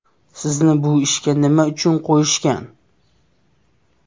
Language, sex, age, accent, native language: Uzbek, male, 18-24, Namangan, Uzbek